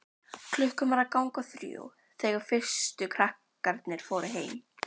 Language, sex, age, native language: Icelandic, female, 12, Icelandic